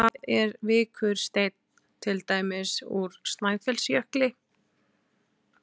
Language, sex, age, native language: Icelandic, female, 20-29, Icelandic